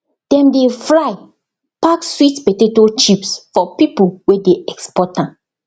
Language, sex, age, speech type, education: Nigerian Pidgin, female, 15-29, spontaneous, tertiary